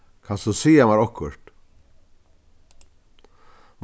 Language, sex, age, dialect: Faroese, male, 61+, Vágar